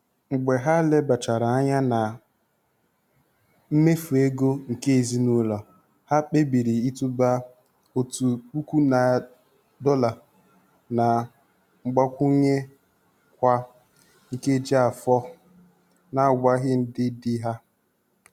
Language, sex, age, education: Igbo, male, 15-29, tertiary